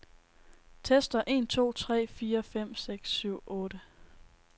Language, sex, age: Danish, female, 19